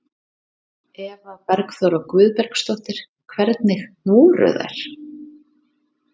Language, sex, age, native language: Icelandic, female, 30-39, Icelandic